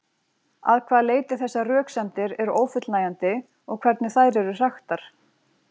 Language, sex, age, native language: Icelandic, female, 40-49, Icelandic